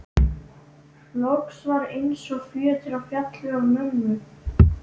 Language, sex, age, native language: Icelandic, male, 12, Icelandic